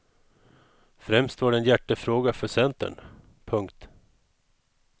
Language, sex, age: Swedish, male, 41